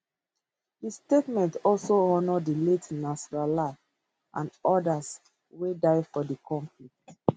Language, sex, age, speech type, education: Nigerian Pidgin, female, 30-45, spontaneous, tertiary